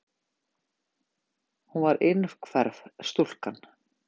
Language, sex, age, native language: Icelandic, female, 50-59, Icelandic